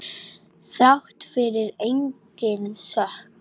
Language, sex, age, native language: Icelandic, female, 10, Polish